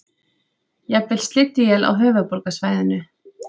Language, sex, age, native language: Icelandic, female, 30-39, Icelandic